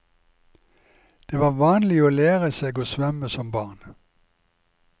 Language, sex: Norwegian, male